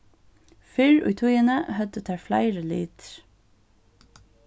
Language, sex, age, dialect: Faroese, female, 15-35, Suðurstreymoy